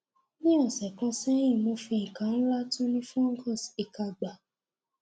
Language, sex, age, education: Yoruba, female, 15-29, tertiary